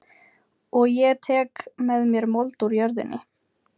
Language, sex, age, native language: Icelandic, female, 20-29, Ukrainian